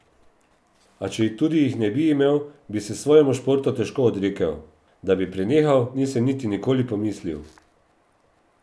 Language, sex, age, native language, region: Slovenian, male, 50-59, Slovenian, Drava region